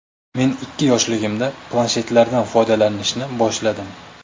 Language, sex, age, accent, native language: Uzbek, male, 18-24, Namangan, Uzbek